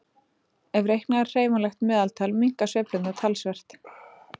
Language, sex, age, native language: Icelandic, female, 30-39, Icelandic